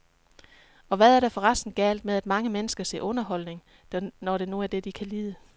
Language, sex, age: Danish, female, 36